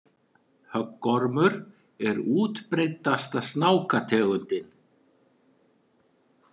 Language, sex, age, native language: Icelandic, male, 60-69, Icelandic